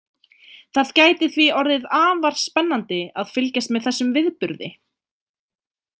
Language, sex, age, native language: Icelandic, female, 20-29, Icelandic